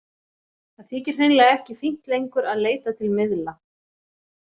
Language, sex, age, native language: Icelandic, female, 40-49, Icelandic